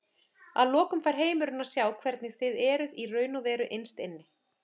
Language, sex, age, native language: Icelandic, female, 30-39, Icelandic